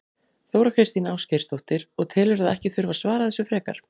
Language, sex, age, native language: Icelandic, female, 40-49, Icelandic